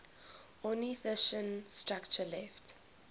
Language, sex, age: English, female, 21